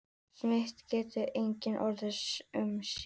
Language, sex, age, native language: Icelandic, female, 18-19, Icelandic